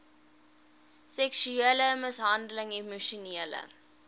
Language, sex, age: Afrikaans, female, 18